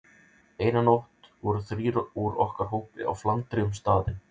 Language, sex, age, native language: Icelandic, male, 30-39, Icelandic